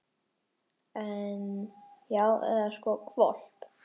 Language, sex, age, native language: Icelandic, male, 6, Icelandic